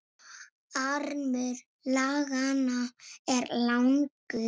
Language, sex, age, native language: Icelandic, female, 6, Icelandic